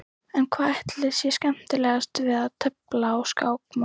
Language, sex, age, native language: Icelandic, female, 11, Icelandic